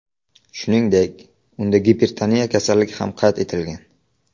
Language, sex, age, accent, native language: Uzbek, male, under 19, Navoiy, Uzbek